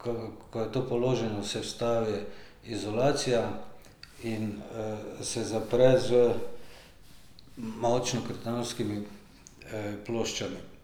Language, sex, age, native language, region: Slovenian, male, 50-59, Slovenian, Drava region